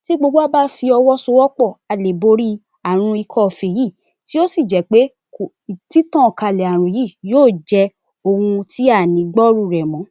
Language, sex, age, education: Yoruba, female, 15-29, tertiary